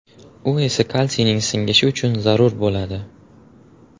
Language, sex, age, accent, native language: Uzbek, male, 18-24, Farg'ona, Uzbek